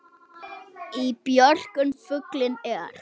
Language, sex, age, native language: Icelandic, male, 6, Icelandic